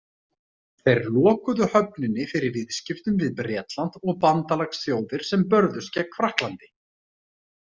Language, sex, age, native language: Icelandic, male, 30-39, Icelandic